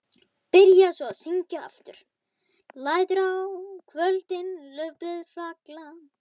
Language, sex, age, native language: Icelandic, male, 11, Icelandic